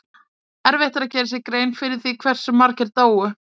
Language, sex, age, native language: Icelandic, female, 20-29, Icelandic